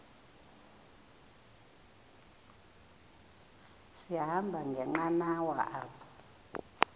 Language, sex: Xhosa, female